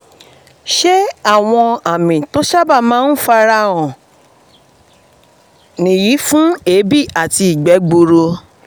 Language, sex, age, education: Yoruba, female, 30-45, tertiary